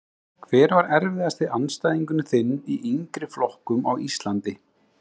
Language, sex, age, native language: Icelandic, male, 30-39, Icelandic